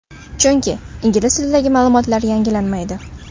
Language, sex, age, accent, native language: Uzbek, female, 12-17, Samarqand, Uzbek